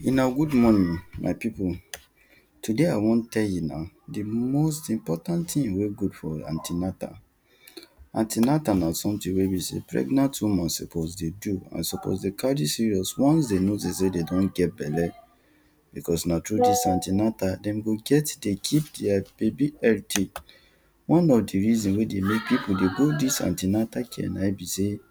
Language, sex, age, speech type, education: Nigerian Pidgin, male, 30-45, spontaneous, tertiary